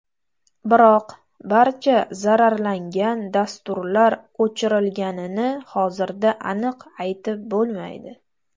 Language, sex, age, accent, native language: Uzbek, female, 18-24, Toshkent viloyati, Uzbek